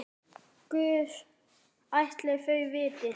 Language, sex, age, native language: Icelandic, male, 10, Icelandic